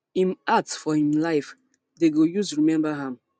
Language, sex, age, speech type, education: Nigerian Pidgin, female, 15-29, spontaneous, tertiary